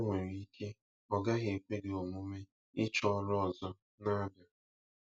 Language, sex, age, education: Igbo, male, 15-29, tertiary